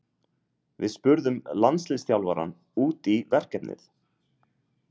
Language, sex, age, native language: Icelandic, male, 30-39, Icelandic